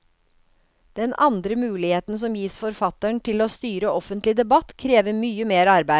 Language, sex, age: Norwegian, female, 56